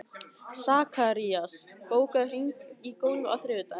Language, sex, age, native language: Icelandic, female, 15, Icelandic